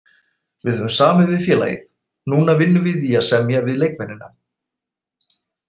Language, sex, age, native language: Icelandic, male, 40-49, Icelandic